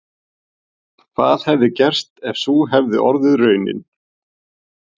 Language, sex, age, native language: Icelandic, male, 40-49, Icelandic